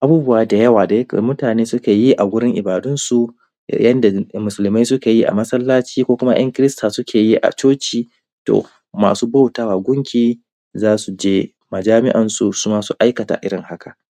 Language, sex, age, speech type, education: Hausa, male, 15-29, spontaneous, primary